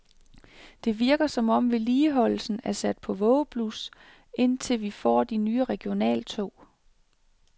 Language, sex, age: Danish, female, 36